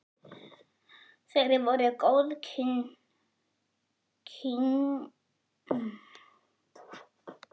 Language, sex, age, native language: Icelandic, female, 11, Icelandic